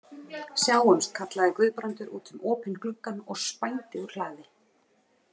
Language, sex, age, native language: Icelandic, female, 30-39, Icelandic